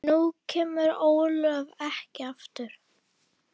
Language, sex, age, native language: Icelandic, female, 9, Icelandic